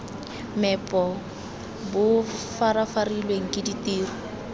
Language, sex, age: Tswana, female, 18